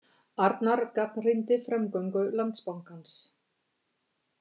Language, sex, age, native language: Icelandic, female, 50-59, Icelandic